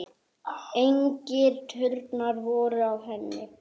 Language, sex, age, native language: Icelandic, male, 9, Icelandic